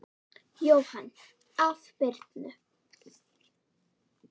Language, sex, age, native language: Icelandic, female, 9, Icelandic